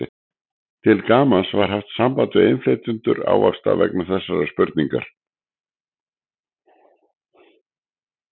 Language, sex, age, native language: Icelandic, male, 60-69, Icelandic